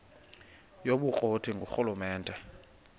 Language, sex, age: Xhosa, male, 21